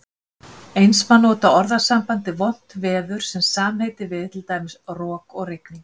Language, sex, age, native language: Icelandic, female, 50-59, Icelandic